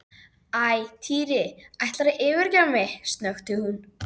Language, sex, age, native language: Icelandic, female, 12, Icelandic